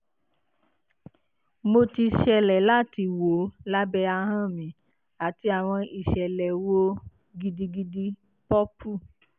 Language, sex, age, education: Yoruba, female, 15-29, tertiary